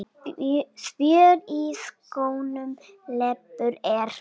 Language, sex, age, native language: Icelandic, female, 7, Icelandic